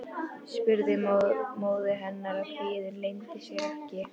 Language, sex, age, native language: Icelandic, female, 11, Icelandic